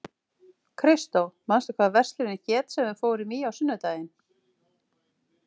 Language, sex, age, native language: Icelandic, female, 40-49, Icelandic